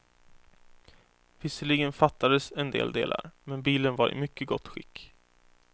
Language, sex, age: Swedish, male, 24